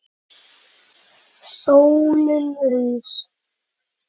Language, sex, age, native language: Icelandic, male, 9, Icelandic